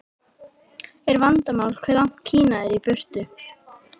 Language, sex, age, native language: Icelandic, female, 12, Icelandic